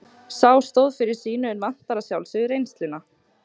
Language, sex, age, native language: Icelandic, female, 18-19, Icelandic